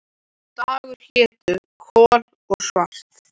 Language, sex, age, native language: Icelandic, other, 13, Icelandic